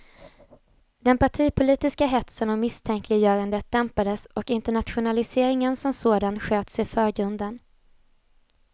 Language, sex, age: Swedish, female, 20